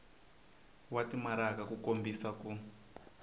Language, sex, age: Tsonga, male, 22